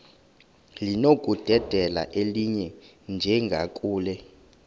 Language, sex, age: Xhosa, male, 31